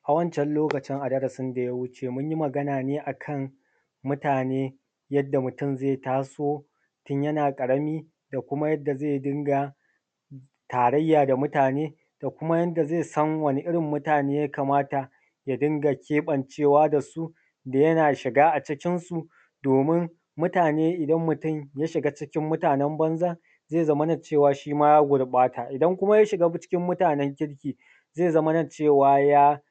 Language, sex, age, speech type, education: Hausa, male, 30-45, spontaneous, tertiary